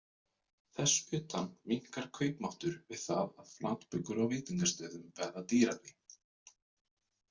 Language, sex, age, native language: Icelandic, male, 20-29, Icelandic